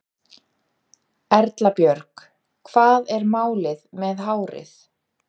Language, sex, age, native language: Icelandic, female, 30-39, Icelandic